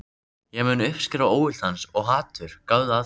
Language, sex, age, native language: Icelandic, other, 13, Icelandic